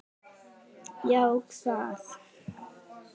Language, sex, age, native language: Icelandic, female, 9, Icelandic